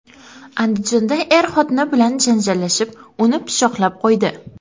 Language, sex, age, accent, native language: Uzbek, female, under 19, Qoraqalpog'iston, Karakalpak